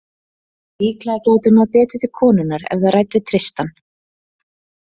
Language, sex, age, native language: Icelandic, female, 30-39, Icelandic